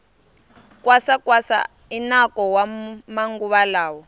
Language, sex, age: Tsonga, female, 23